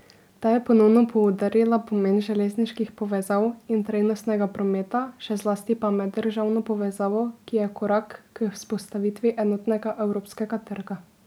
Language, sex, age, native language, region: Slovenian, female, 18-29, Slovenian, Drava region